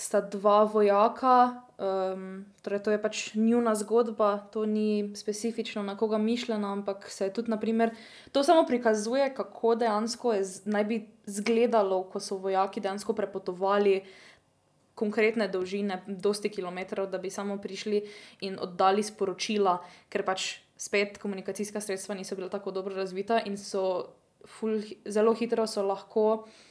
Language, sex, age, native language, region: Slovenian, female, 18-29, Slovenian, Drava region